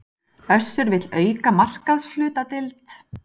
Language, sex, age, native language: Icelandic, female, 30-39, Icelandic